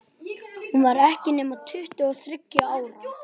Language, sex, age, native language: Icelandic, male, 11, Icelandic